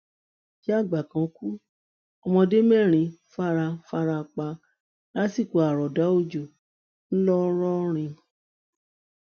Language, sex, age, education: Yoruba, female, 60+, tertiary